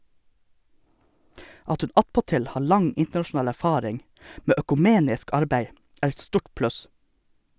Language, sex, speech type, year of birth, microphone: Norwegian, male, read, 1982, Sennheiser